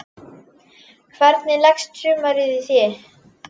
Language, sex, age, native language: Icelandic, female, 10, Icelandic